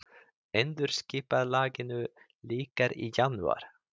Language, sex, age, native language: Icelandic, male, 30-39, Icelandic